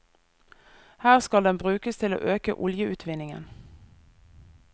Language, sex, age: Norwegian, female, 24